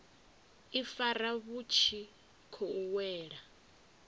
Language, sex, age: Venda, female, 24